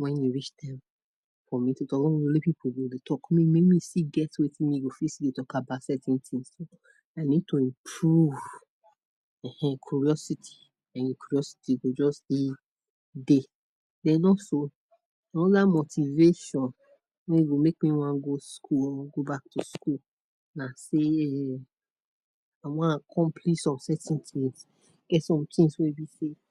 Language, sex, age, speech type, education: Nigerian Pidgin, female, 30-45, spontaneous, tertiary